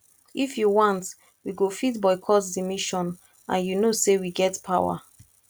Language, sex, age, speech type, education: Nigerian Pidgin, female, 15-29, spontaneous, tertiary